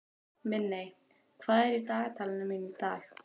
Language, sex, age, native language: Icelandic, female, 12, Icelandic